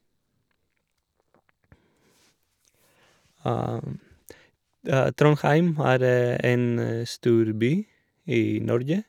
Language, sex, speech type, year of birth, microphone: Norwegian, male, spontaneous, 1986, Shure